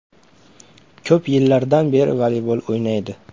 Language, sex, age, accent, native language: Uzbek, male, 18-24, Namangan, Uzbek